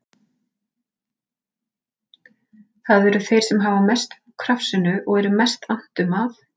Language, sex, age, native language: Icelandic, female, 40-49, Icelandic